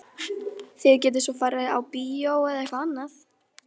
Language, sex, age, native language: Icelandic, female, 11, Icelandic